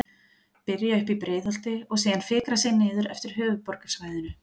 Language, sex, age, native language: Icelandic, female, 40-49, Icelandic